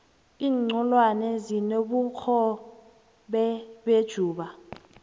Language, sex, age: South Ndebele, female, 23